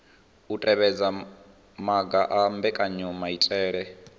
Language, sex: Venda, male